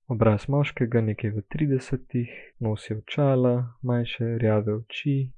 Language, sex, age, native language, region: Slovenian, male, 18-29, Slovenian, Gorica region